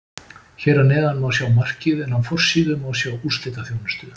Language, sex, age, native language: Icelandic, male, 50-59, Icelandic